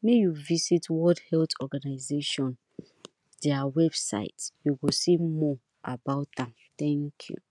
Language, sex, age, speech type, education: Nigerian Pidgin, female, 30-45, spontaneous, tertiary